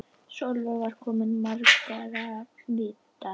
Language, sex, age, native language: Icelandic, female, 10, Icelandic